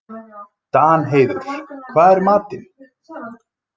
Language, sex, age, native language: Icelandic, male, 20-29, Icelandic